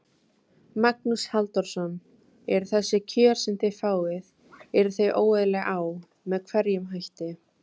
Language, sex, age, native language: Icelandic, female, 18-19, Icelandic